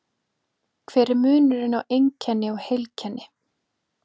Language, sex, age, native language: Icelandic, female, 20-29, Icelandic